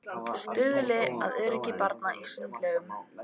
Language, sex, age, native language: Icelandic, female, 18-19, Icelandic